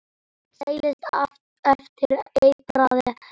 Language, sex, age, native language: Icelandic, male, 10, Icelandic